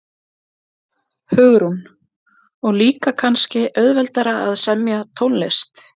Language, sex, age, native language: Icelandic, female, 20-29, Icelandic